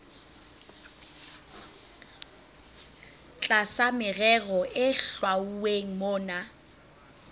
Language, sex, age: Southern Sotho, female, 25